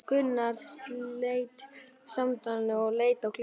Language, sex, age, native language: Icelandic, male, 11, Icelandic